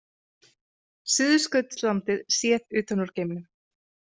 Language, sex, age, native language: Icelandic, female, 30-39, Icelandic